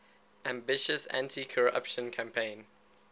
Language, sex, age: English, male, 19